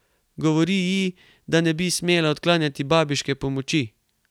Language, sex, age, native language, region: Slovenian, male, 18-29, Slovenian, Carinthia region